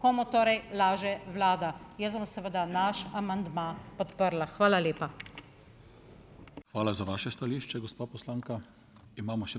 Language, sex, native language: Slovenian, female, Slovenian